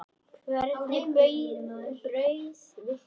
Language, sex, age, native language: Icelandic, male, 10, Icelandic